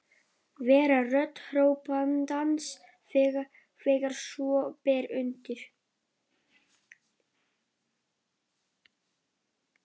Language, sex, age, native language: Icelandic, male, 12, Polish